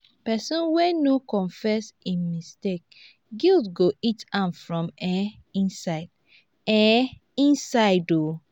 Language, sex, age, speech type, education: Nigerian Pidgin, female, 15-29, spontaneous, tertiary